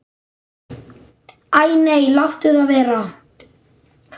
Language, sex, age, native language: Icelandic, male, 9, Icelandic